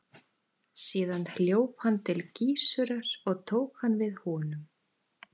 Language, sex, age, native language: Icelandic, female, 14, Icelandic